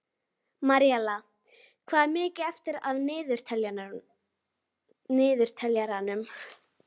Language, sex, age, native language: Icelandic, female, 12, Icelandic